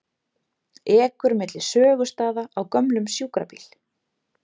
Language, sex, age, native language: Icelandic, female, 30-39, Icelandic